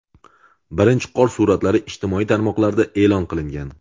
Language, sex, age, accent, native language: Uzbek, male, 18-24, Andijon, Uzbek